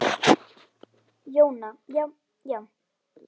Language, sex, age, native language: Icelandic, female, 10, Icelandic